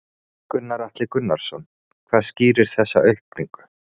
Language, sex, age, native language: Icelandic, male, 30-39, Icelandic